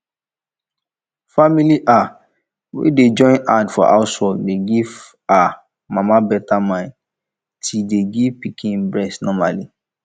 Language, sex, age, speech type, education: Nigerian Pidgin, male, 15-29, spontaneous, tertiary